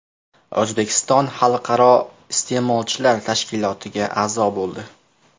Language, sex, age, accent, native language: Uzbek, male, 18-24, Namangan, Uzbek